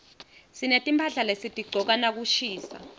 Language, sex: Swati, female